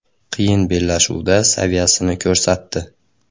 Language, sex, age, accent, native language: Uzbek, male, 18-24, Andijon, Uzbek